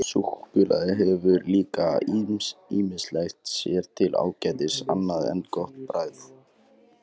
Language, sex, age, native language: Icelandic, male, 18-19, Icelandic